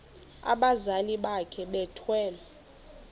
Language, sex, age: Xhosa, female, 20